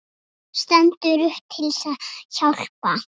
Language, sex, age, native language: Icelandic, female, 5, Icelandic